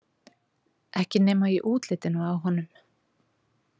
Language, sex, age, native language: Icelandic, female, 40-49, Icelandic